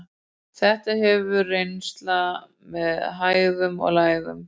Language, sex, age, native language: Icelandic, female, 40-49, Icelandic